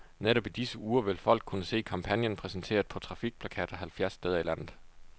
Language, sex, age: Danish, male, 29